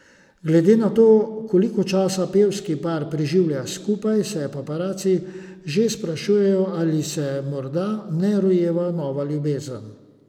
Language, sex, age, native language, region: Slovenian, male, 50-59, Slovenian, Savinja region